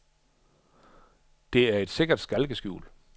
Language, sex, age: Danish, male, 38